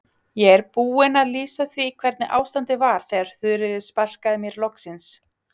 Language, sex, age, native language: Icelandic, female, 30-39, Icelandic